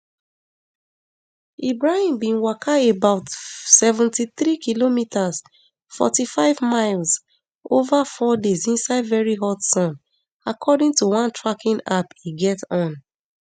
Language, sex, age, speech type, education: Nigerian Pidgin, female, 30-45, spontaneous, tertiary